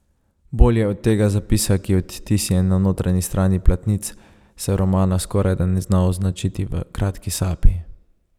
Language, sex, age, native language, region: Slovenian, male, 30-49, Slovenian, Savinja region